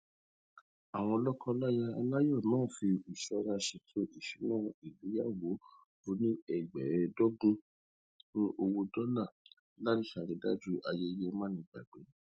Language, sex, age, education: Yoruba, male, 30-45, tertiary